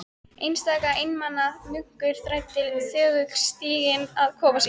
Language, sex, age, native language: Icelandic, female, 13, Icelandic